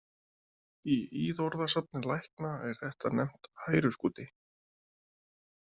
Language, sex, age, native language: Icelandic, male, 20-29, Icelandic